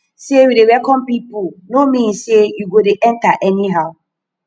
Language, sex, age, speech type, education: Nigerian Pidgin, female, 15-29, spontaneous, tertiary